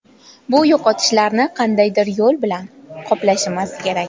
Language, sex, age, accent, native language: Uzbek, female, 19-29, Toshkent viloyati, Uzbek